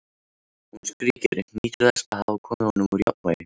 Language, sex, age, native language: Icelandic, male, 13, Icelandic